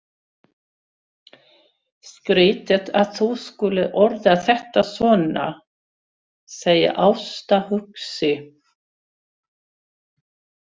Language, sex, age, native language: Icelandic, female, 60-69, Swedish